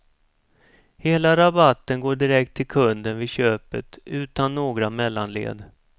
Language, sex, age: Swedish, male, 47